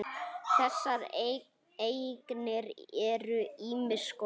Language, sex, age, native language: Icelandic, male, 8, Icelandic